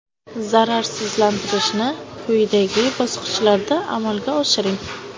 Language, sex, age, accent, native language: Uzbek, female, 18-24, Buxoro, Uzbek